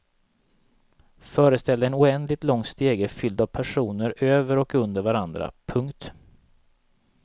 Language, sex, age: Swedish, male, 37